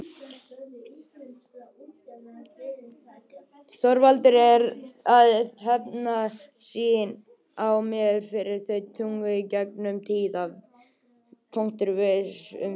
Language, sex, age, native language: Icelandic, male, 18-19, Icelandic